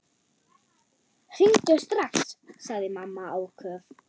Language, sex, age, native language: Icelandic, female, 9, German